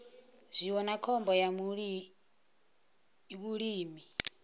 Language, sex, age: Venda, female, 39